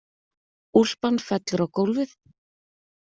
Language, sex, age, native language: Icelandic, female, 30-39, Icelandic